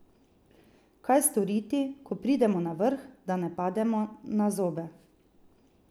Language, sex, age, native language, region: Slovenian, female, 30-49, Slovenian, Drava region